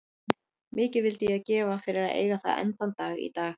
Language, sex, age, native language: Icelandic, female, 30-39, Icelandic